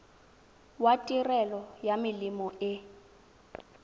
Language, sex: Tswana, female